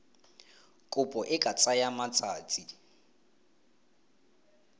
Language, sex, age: Tswana, male, 20